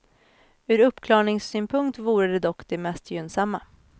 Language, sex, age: Swedish, female, 26